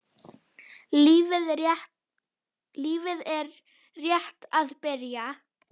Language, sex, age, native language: Icelandic, female, 10, Icelandic